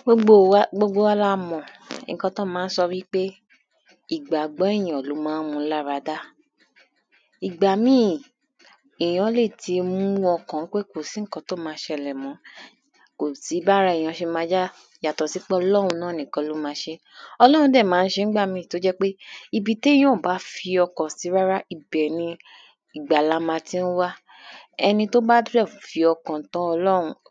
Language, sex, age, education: Yoruba, female, 30-45, tertiary